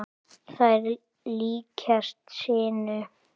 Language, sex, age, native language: Icelandic, male, 8, Icelandic